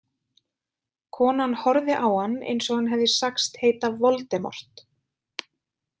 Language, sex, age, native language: Icelandic, female, 20-29, Icelandic